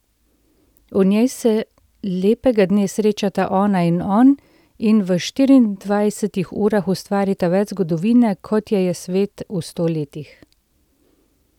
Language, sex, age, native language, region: Slovenian, female, 30-49, Slovenian, Central Slovenia